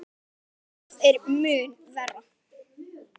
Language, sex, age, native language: Icelandic, female, 10, Icelandic